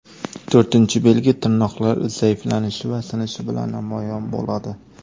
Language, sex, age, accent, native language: Uzbek, male, 18-24, Jizzax, Uzbek